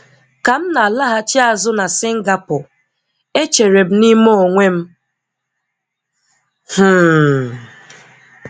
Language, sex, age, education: Igbo, female, 15-29, tertiary